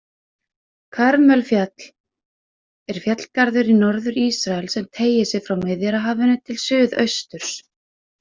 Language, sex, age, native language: Icelandic, female, 20-29, Icelandic